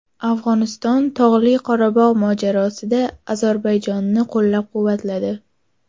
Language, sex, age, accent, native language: Uzbek, female, 18-24, Toshkent shahri, Uzbek